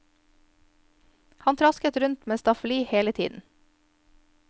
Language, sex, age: Norwegian, female, 22